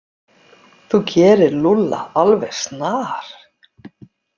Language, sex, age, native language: Icelandic, female, 50-59, Icelandic